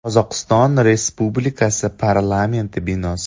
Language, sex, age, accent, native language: Uzbek, male, 18-24, Andijon, Uzbek